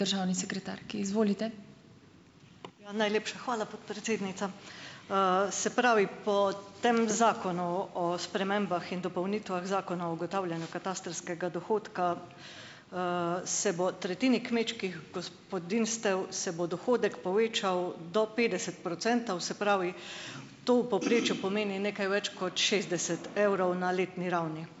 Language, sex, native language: Slovenian, female, Slovenian